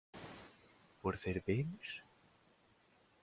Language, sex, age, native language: Icelandic, male, 18-19, Icelandic